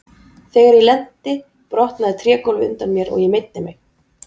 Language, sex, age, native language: Icelandic, female, 40-49, Icelandic